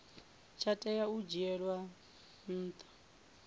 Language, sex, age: Venda, female, 24